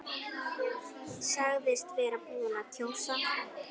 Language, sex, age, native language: Icelandic, female, 10, Icelandic